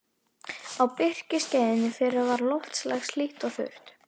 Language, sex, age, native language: Icelandic, female, 11, Icelandic